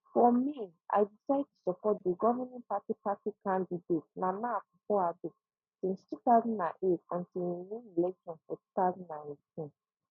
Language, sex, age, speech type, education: Nigerian Pidgin, female, 15-29, spontaneous, tertiary